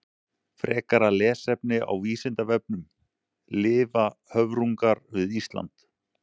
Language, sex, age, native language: Icelandic, male, 40-49, Icelandic